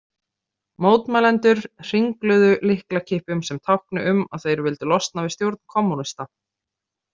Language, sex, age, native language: Icelandic, female, 30-39, Icelandic